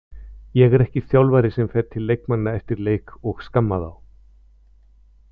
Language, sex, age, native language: Icelandic, male, 50-59, Icelandic